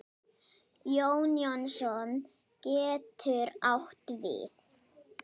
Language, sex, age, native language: Icelandic, female, 9, Icelandic